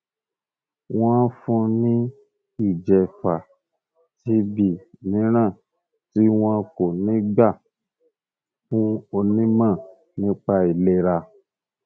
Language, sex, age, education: Yoruba, male, 30-45, tertiary